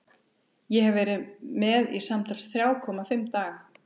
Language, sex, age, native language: Icelandic, female, 30-39, Icelandic